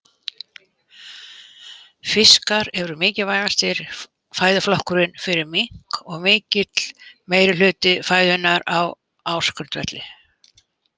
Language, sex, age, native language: Icelandic, female, 80-89, Icelandic